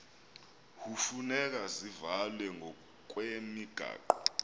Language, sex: Xhosa, male